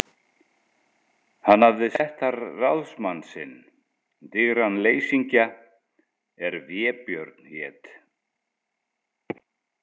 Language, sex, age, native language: Icelandic, male, 60-69, Icelandic